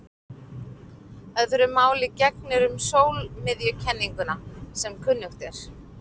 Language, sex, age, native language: Icelandic, female, 40-49, Icelandic